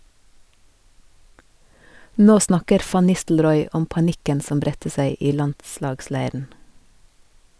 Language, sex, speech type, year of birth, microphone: Norwegian, female, read, 1970, Sennheiser